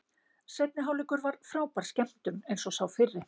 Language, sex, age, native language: Icelandic, female, 50-59, Icelandic